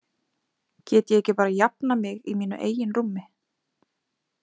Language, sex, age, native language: Icelandic, female, 20-29, Icelandic